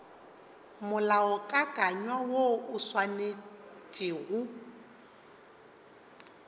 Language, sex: Northern Sotho, male